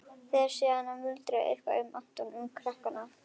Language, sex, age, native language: Icelandic, female, 11, Icelandic